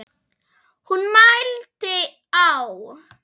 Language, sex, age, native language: Icelandic, female, 8, Icelandic